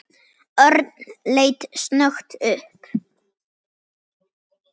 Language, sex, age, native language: Icelandic, male, 10, Icelandic